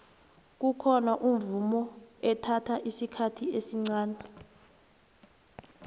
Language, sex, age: South Ndebele, female, 23